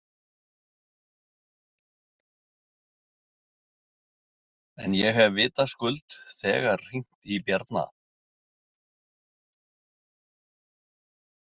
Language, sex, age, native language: Icelandic, male, 60-69, Icelandic